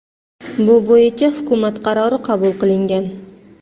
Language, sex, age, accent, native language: Uzbek, female, 35+, Toshkent shahri, Uzbek